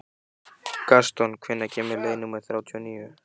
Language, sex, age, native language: Icelandic, male, 15, Icelandic